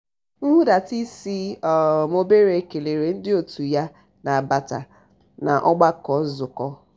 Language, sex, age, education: Igbo, female, 30-45, tertiary